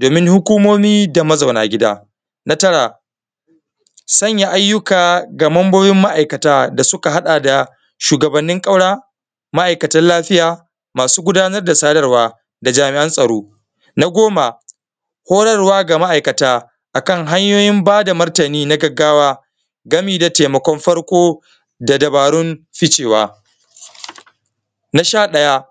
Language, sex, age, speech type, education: Hausa, male, 15-29, spontaneous, primary